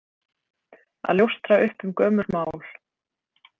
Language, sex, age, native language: Icelandic, female, 20-29, Icelandic